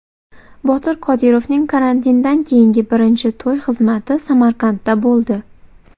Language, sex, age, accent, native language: Uzbek, female, 18-24, Xorazm, Uzbek